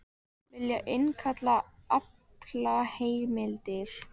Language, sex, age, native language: Icelandic, female, 18-19, Icelandic